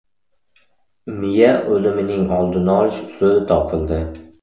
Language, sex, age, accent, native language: Uzbek, male, 18-24, Samarqand, Uzbek